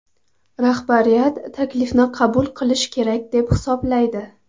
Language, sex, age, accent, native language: Uzbek, female, 18-24, Qoraqalpog'iston, Karakalpak